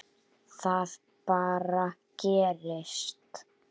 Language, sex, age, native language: Icelandic, male, 7, Icelandic